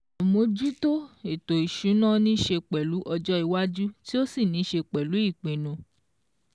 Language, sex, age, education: Yoruba, female, 15-29, secondary